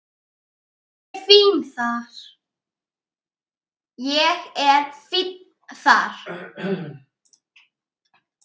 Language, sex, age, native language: Icelandic, male, 9, Icelandic